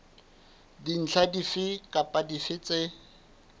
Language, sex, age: Southern Sotho, male, 29